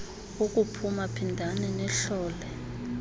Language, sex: Xhosa, female